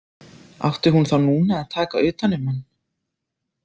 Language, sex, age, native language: Icelandic, female, 30-39, Icelandic